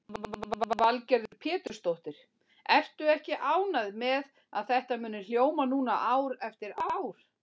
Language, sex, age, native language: Icelandic, female, 40-49, Icelandic